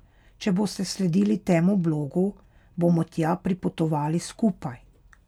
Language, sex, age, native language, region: Slovenian, female, 30-49, Slovenian, Pomurje region